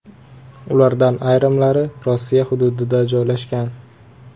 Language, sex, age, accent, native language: Uzbek, male, 18-24, Andijon, Uzbek